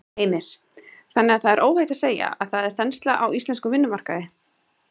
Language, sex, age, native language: Icelandic, female, 30-39, Icelandic